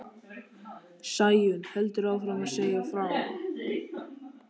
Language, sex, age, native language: Icelandic, male, 13, Icelandic